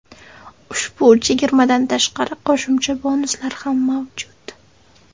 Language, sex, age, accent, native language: Uzbek, female, 18-24, Samarqand, Uzbek